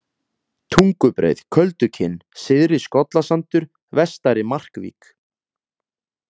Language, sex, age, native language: Icelandic, male, 20-29, Icelandic